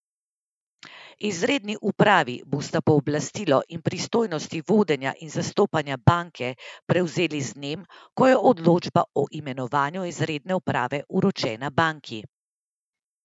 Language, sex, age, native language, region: Slovenian, female, 30-49, Slovenian, Central Slovenia